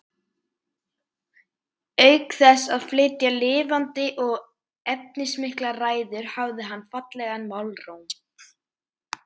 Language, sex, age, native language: Icelandic, male, 18-19, Icelandic